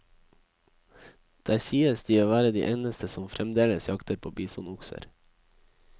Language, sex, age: Norwegian, male, 21